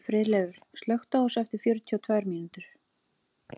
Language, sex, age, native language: Icelandic, female, 30-39, Icelandic